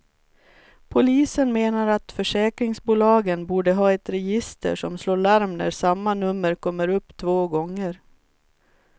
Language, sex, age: Swedish, female, 44